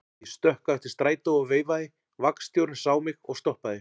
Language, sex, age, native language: Icelandic, male, 40-49, Icelandic